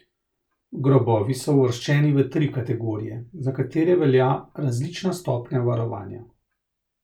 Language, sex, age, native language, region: Slovenian, male, 30-49, Slovenian, Central Slovenia